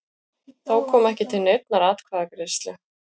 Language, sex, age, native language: Icelandic, female, 40-49, Icelandic